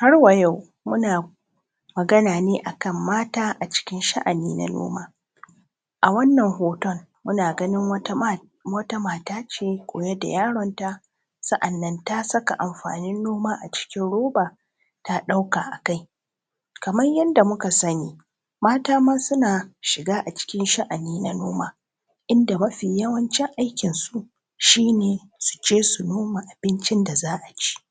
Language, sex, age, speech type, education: Hausa, female, 30-45, spontaneous, tertiary